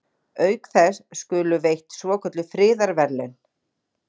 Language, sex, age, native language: Icelandic, female, 40-49, Icelandic